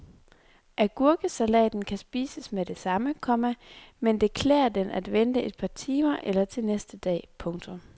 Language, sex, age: Danish, female, 23